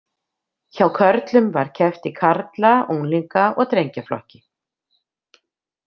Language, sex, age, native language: Icelandic, female, 50-59, Icelandic